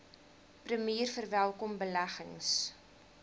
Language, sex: Afrikaans, female